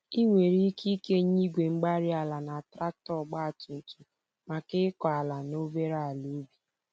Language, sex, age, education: Igbo, female, 15-29, tertiary